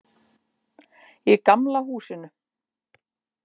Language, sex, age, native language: Icelandic, female, 50-59, Icelandic